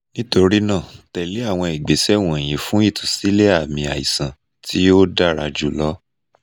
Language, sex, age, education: Yoruba, male, 30-45, tertiary